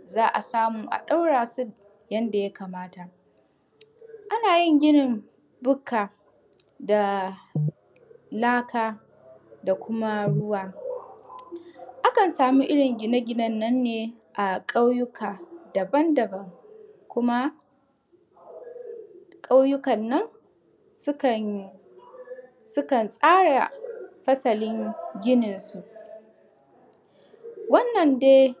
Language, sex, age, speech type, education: Hausa, female, 15-29, spontaneous, tertiary